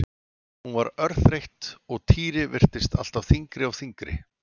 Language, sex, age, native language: Icelandic, male, 40-49, Icelandic